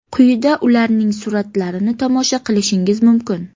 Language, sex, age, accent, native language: Uzbek, female, 25-34, Surxondaryo, Uzbek